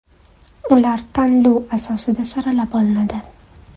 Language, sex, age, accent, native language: Uzbek, female, 25-34, Toshkent shahri, Uzbek